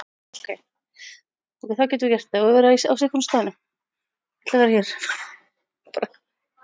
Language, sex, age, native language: Icelandic, female, 40-49, Icelandic